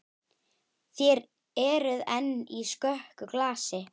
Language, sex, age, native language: Icelandic, female, 12, Icelandic